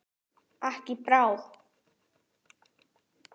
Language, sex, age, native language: Icelandic, male, 9, Icelandic